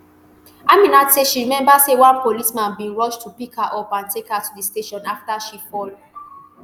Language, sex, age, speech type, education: Nigerian Pidgin, female, 15-29, spontaneous, tertiary